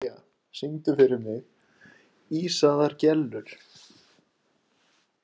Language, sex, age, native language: Icelandic, male, 20-29, Icelandic